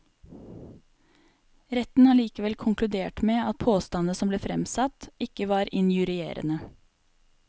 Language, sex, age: Norwegian, female, 28